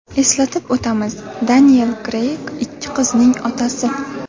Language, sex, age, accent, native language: Uzbek, female, under 19, Xorazm, Uzbek